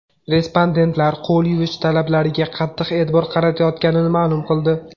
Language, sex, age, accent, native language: Uzbek, male, 18-24, Farg'ona, Uzbek